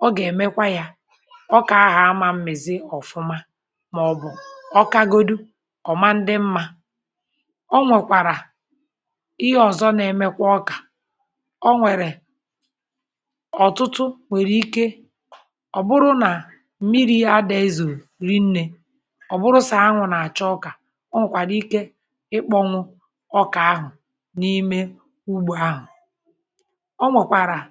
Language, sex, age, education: Igbo, female, 30-45, tertiary